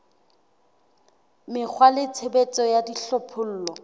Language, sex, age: Southern Sotho, female, 21